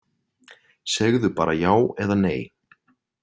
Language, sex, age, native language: Icelandic, male, 20-29, Icelandic